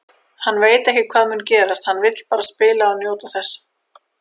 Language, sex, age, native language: Icelandic, female, 30-39, Icelandic